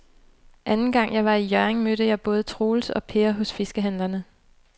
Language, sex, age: Danish, female, 29